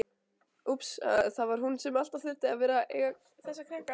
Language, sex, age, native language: Icelandic, other, 20-29, Icelandic